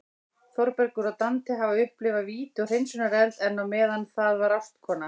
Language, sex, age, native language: Icelandic, female, 60-69, Icelandic